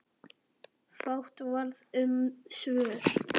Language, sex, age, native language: Icelandic, male, 10, Icelandic